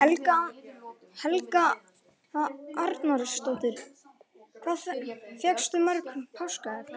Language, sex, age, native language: Icelandic, male, 11, Icelandic